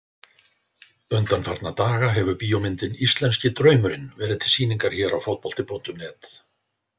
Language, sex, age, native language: Icelandic, male, 60-69, Icelandic